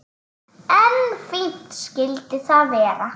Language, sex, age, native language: Icelandic, male, 9, Icelandic